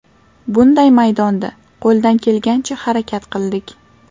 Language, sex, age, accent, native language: Uzbek, female, 18-24, Toshkent shahri, Uzbek